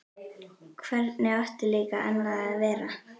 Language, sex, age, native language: Icelandic, other, 11, Icelandic